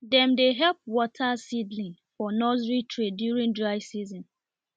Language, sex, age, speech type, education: Nigerian Pidgin, female, 30-45, spontaneous, tertiary